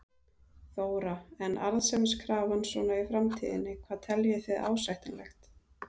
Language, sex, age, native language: Icelandic, female, 30-39, Icelandic